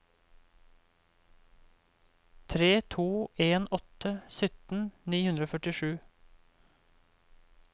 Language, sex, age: Norwegian, male, 28